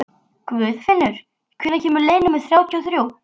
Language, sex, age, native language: Icelandic, female, 12, Icelandic